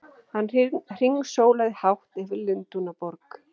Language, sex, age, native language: Icelandic, female, 40-49, Icelandic